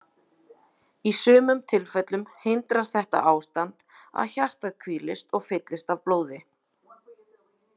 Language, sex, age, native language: Icelandic, female, 40-49, Icelandic